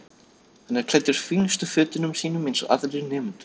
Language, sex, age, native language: Icelandic, male, 13, Icelandic